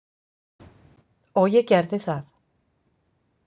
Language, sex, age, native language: Icelandic, female, 50-59, Icelandic